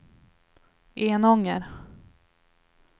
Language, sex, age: Swedish, female, 21